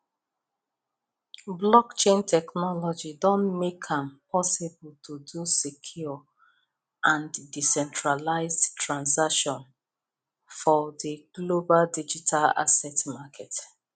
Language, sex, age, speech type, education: Nigerian Pidgin, female, 30-45, spontaneous, tertiary